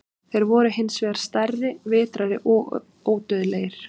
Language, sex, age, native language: Icelandic, female, 30-39, Icelandic